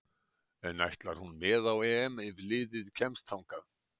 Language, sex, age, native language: Icelandic, male, 60-69, Icelandic